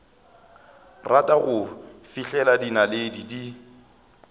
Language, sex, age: Northern Sotho, male, 24